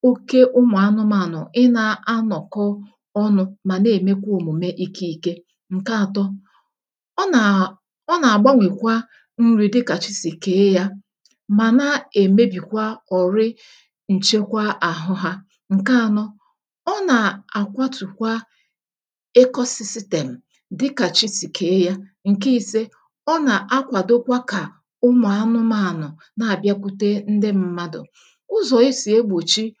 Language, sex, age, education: Igbo, female, 30-45, tertiary